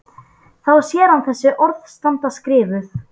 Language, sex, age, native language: Icelandic, female, 12, Polish